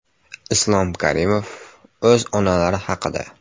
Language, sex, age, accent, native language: Uzbek, male, 18-24, Andijon, Uzbek